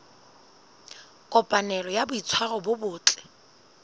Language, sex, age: Southern Sotho, female, 19